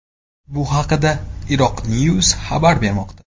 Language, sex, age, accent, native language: Uzbek, male, 18-24, Namangan, Uzbek